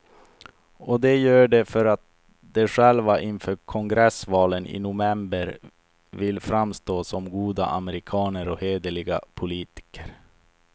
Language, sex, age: Swedish, male, 28